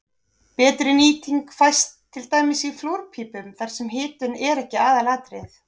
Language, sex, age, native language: Icelandic, female, 30-39, Icelandic